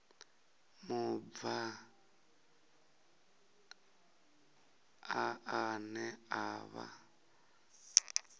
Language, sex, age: Venda, male, 37